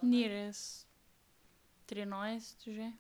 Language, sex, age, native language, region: Slovenian, female, 12-17, Slovenian, Drava region